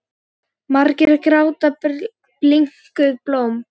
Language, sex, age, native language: Icelandic, female, 9, Icelandic